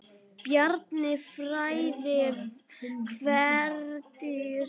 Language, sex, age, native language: Icelandic, female, 9, Icelandic